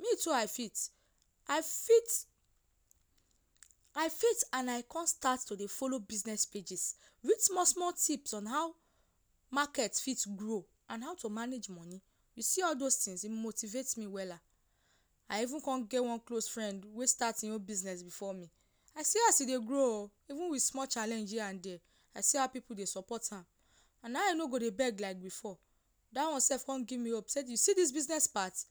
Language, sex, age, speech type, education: Nigerian Pidgin, female, 15-29, spontaneous, tertiary